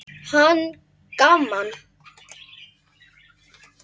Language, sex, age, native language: Icelandic, male, 8, Icelandic